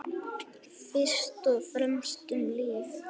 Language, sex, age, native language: Icelandic, male, 9, Icelandic